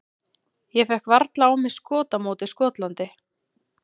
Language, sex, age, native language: Icelandic, female, 30-39, Icelandic